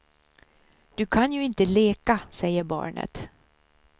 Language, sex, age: Swedish, female, 63